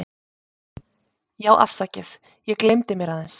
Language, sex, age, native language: Icelandic, female, 30-39, Icelandic